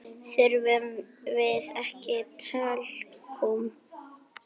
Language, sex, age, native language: Icelandic, female, 9, Icelandic